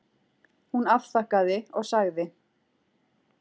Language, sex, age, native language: Icelandic, female, 40-49, Icelandic